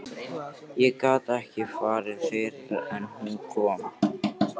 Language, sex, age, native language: Icelandic, male, 13, Icelandic